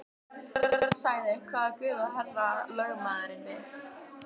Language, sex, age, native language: Icelandic, female, 12, Icelandic